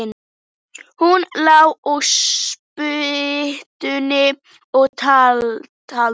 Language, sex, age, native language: Icelandic, female, 11, Icelandic